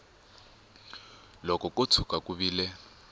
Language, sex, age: Tsonga, male, 24